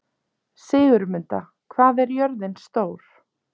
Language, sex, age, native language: Icelandic, female, 30-39, Icelandic